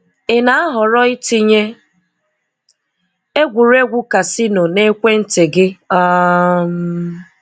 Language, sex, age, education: Igbo, female, 15-29, tertiary